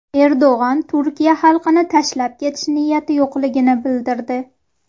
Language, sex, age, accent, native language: Uzbek, female, 18-24, Farg'ona, Uzbek